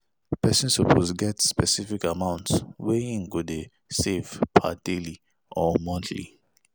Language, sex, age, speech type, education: Nigerian Pidgin, male, 30-45, spontaneous, tertiary